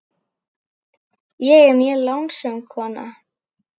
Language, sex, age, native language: Icelandic, female, 9, Icelandic